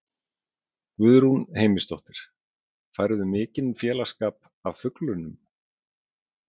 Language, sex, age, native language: Icelandic, male, 40-49, Icelandic